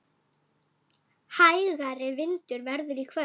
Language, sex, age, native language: Icelandic, female, 10, Icelandic